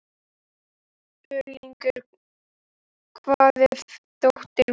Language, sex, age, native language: Icelandic, male, 12, Icelandic